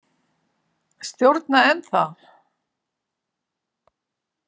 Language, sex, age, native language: Icelandic, female, 70-79, Icelandic